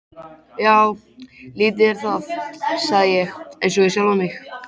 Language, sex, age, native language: Icelandic, male, 13, Icelandic